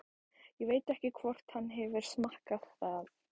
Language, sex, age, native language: Icelandic, female, 14, Icelandic